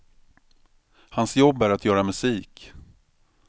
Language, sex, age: Swedish, male, 45